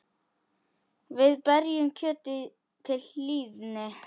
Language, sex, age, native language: Icelandic, female, 10, Icelandic